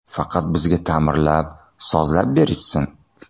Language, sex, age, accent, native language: Uzbek, male, 30-39, Toshkent shahri, Uzbek